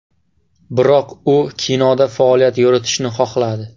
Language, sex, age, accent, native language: Uzbek, male, 18-24, Surxondaryo, Uzbek